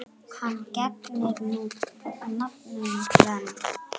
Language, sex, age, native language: Icelandic, male, 7, Icelandic